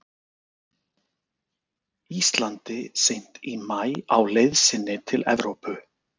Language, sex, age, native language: Icelandic, male, 40-49, Icelandic